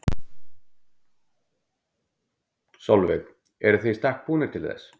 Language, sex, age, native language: Icelandic, male, 50-59, Icelandic